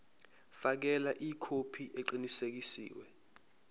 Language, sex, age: Zulu, male, 23